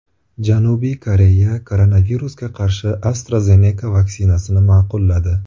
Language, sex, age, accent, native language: Uzbek, male, 25-34, Buxoro, Uzbek